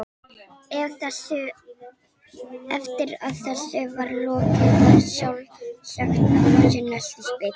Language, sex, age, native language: Icelandic, female, 18-19, Icelandic